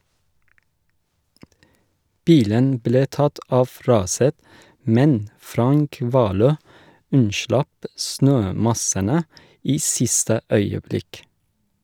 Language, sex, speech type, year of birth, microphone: Norwegian, male, read, 1981, Shure